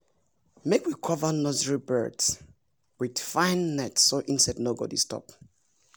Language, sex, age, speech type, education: Nigerian Pidgin, male, 30-45, spontaneous, tertiary